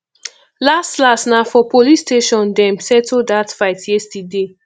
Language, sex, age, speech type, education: Nigerian Pidgin, female, 15-29, spontaneous, tertiary